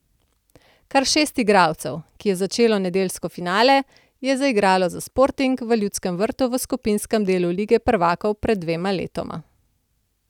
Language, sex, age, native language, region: Slovenian, female, 30-49, Slovenian, Central Slovenia